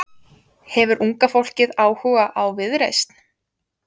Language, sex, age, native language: Icelandic, female, 20-29, Icelandic